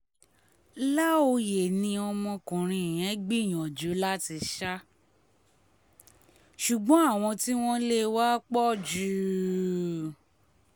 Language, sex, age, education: Yoruba, female, 30-45, tertiary